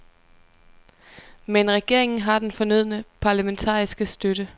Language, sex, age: Danish, female, 23